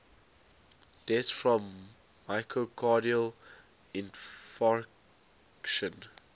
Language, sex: English, male